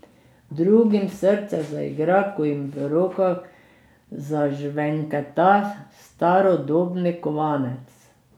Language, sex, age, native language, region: Slovenian, female, 60+, Slovenian, Drava region